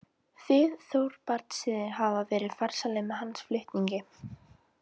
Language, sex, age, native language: Icelandic, female, 18-19, Icelandic